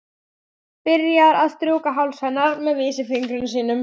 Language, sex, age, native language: Icelandic, female, 12, Icelandic